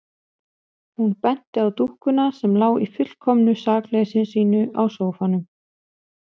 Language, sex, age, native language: Icelandic, female, 20-29, Icelandic